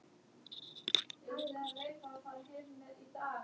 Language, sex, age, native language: Icelandic, female, 11, Icelandic